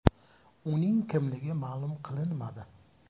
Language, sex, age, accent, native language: Uzbek, male, 40-49, Surxondaryo, Uzbek